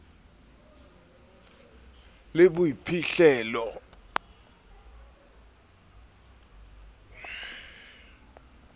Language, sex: Southern Sotho, male